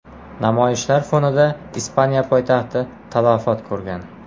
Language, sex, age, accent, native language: Uzbek, male, 18-24, Jizzax, Uzbek